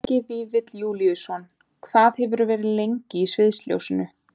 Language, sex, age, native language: Icelandic, female, 20-29, Icelandic